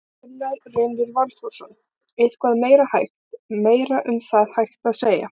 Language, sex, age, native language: Icelandic, other, 18-19, Icelandic